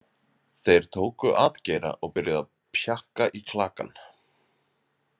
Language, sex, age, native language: Icelandic, male, 30-39, Icelandic